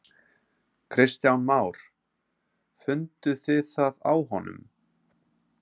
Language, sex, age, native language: Icelandic, male, 30-39, Icelandic